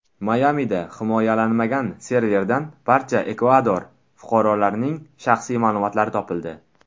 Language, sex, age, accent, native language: Uzbek, male, under 19, Buxoro, Tajik